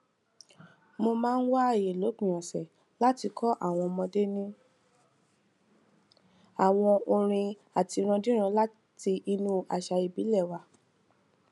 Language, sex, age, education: Yoruba, female, 15-29, tertiary